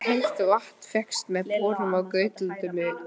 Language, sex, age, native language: Icelandic, male, 11, Icelandic